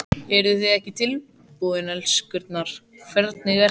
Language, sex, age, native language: Icelandic, male, 14, Icelandic